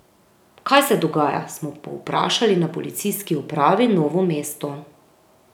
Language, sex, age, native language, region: Slovenian, female, 30-49, Slovenian, Drava region